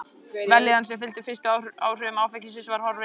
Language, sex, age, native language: Icelandic, male, 14, Icelandic